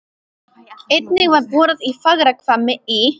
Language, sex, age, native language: Icelandic, female, 12, Icelandic